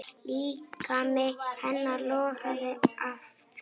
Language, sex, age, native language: Icelandic, female, 8, Icelandic